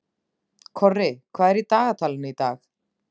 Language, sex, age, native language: Icelandic, female, 30-39, Icelandic